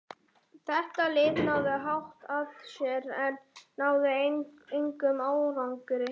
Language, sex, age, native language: Icelandic, male, 40-49, Icelandic